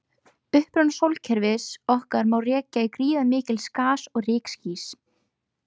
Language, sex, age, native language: Icelandic, female, 20-29, Icelandic